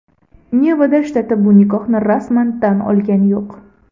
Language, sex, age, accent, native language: Uzbek, female, 18-24, Andijon, Uzbek